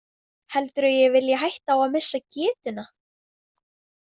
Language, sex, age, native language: Icelandic, female, 18-19, Vietnamese